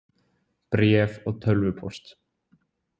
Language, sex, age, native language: Icelandic, male, 20-29, Icelandic